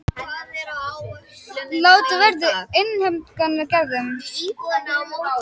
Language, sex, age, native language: Icelandic, male, 18-19, Icelandic